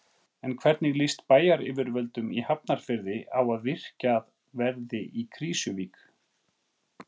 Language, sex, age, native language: Icelandic, male, 40-49, Icelandic